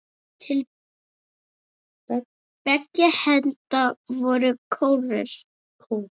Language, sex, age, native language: Icelandic, female, 8, Icelandic